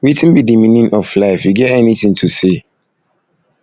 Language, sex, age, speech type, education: Nigerian Pidgin, male, 15-29, spontaneous, tertiary